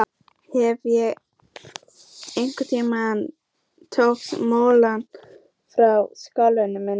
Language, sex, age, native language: Icelandic, female, 14, Icelandic